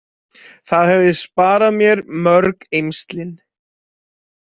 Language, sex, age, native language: Icelandic, male, 20-29, Icelandic